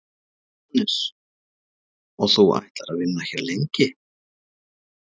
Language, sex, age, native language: Icelandic, male, 40-49, Icelandic